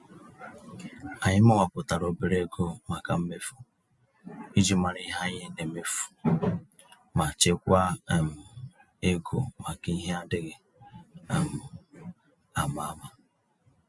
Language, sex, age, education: Igbo, male, 30-45, tertiary